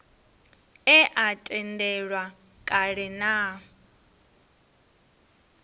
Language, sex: Venda, female